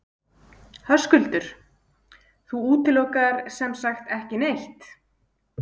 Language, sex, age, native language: Icelandic, female, 20-29, Icelandic